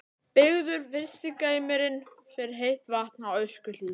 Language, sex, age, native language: Icelandic, male, 11, Icelandic